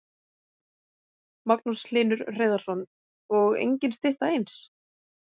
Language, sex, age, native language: Icelandic, female, 20-29, Icelandic